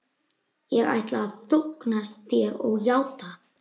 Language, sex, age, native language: Icelandic, male, 11, Icelandic